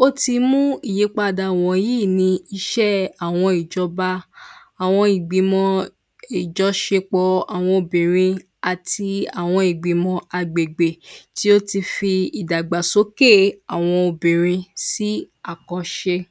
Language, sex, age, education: Yoruba, female, 15-29, primary